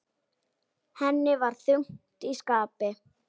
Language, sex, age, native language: Icelandic, female, 10, Icelandic